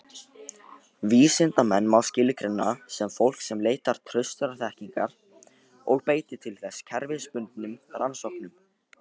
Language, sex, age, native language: Icelandic, male, 18-19, Icelandic